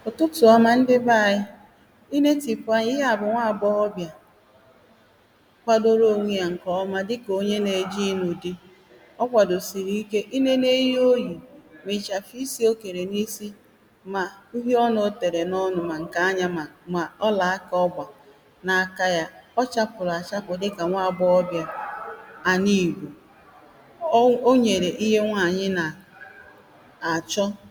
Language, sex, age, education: Igbo, female, 30-45, primary